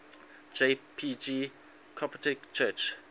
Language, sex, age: English, male, 19